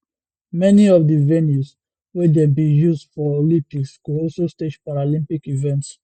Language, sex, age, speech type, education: Nigerian Pidgin, male, 15-29, spontaneous, tertiary